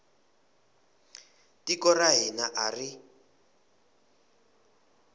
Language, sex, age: Tsonga, male, 20